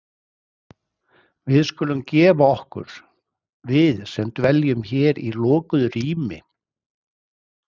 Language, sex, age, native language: Icelandic, male, 60-69, Icelandic